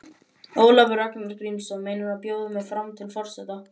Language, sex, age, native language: Icelandic, male, 11, Icelandic